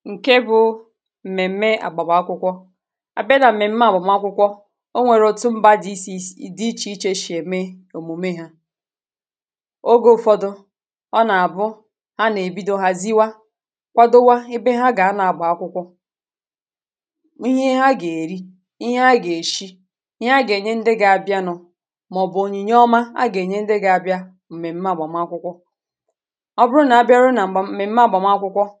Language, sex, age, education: Igbo, female, 30-45, tertiary